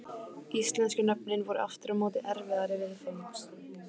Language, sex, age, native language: Icelandic, female, 15, Icelandic